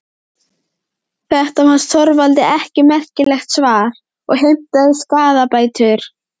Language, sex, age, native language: Icelandic, female, 12, Icelandic